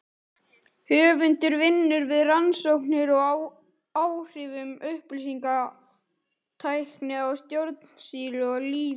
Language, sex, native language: Icelandic, male, Icelandic